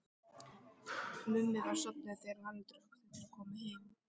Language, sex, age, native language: Icelandic, female, 13, Icelandic